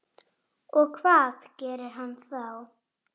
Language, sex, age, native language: Icelandic, female, 7, Icelandic